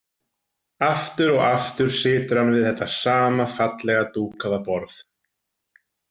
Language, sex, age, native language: Icelandic, male, 40-49, Icelandic